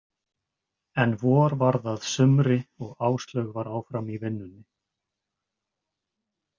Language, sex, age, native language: Icelandic, male, 20-29, Icelandic